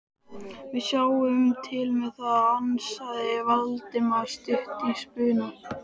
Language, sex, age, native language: Icelandic, male, 12, Icelandic